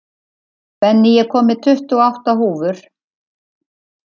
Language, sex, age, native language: Icelandic, female, 50-59, Icelandic